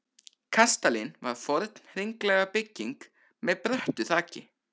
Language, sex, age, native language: Icelandic, male, 13, Icelandic